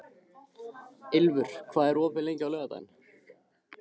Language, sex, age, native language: Icelandic, male, 15, Icelandic